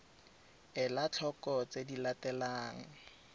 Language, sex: Tswana, male